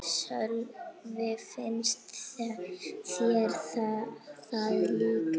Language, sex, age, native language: Icelandic, female, 8, Icelandic